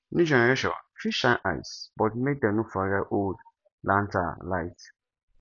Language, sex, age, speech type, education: Nigerian Pidgin, male, 15-29, spontaneous, tertiary